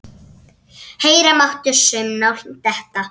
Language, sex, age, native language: Icelandic, female, 7, Icelandic